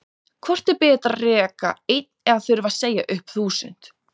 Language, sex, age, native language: Icelandic, female, 30-39, Icelandic